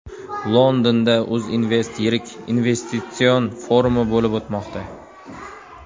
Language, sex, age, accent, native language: Uzbek, male, 19-29, Toshkent viloyati, Uzbek